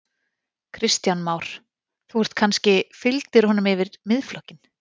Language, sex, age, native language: Icelandic, female, 40-49, Icelandic